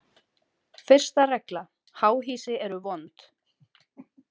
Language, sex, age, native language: Icelandic, female, 30-39, Icelandic